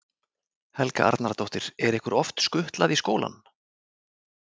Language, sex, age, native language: Icelandic, male, 40-49, Icelandic